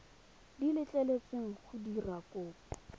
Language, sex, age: Tswana, female, 21